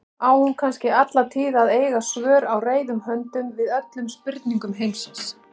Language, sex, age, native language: Icelandic, female, 40-49, Icelandic